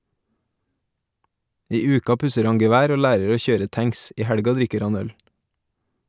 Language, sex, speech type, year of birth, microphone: Norwegian, male, read, 1989, Shure